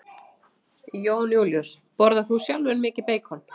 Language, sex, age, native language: Icelandic, female, 30-39, Icelandic